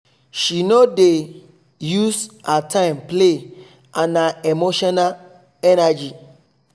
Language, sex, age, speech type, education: Nigerian Pidgin, male, 30-45, spontaneous, tertiary